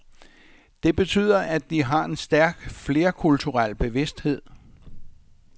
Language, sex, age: Danish, male, 64